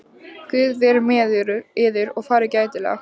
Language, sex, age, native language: Icelandic, female, 15, Icelandic